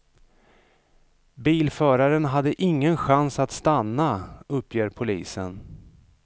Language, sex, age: Swedish, male, 35